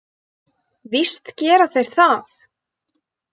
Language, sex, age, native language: Icelandic, female, 20-29, Icelandic